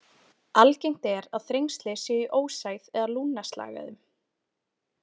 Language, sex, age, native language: Icelandic, female, 20-29, Icelandic